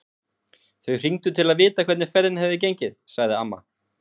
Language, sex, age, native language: Icelandic, male, 20-29, Icelandic